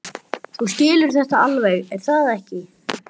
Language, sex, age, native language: Icelandic, male, 12, Icelandic